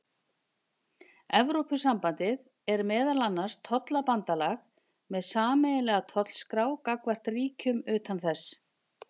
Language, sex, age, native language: Icelandic, female, 50-59, Icelandic